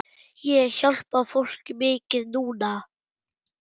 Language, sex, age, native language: Icelandic, male, 8, German